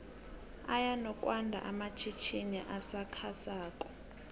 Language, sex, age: South Ndebele, female, 18